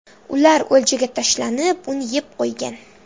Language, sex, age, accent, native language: Uzbek, female, 12-17, Samarqand, Uzbek